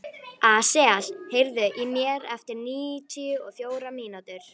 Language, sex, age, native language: Icelandic, female, 11, Icelandic